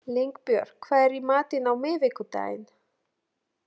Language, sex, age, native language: Icelandic, female, 30-39, Polish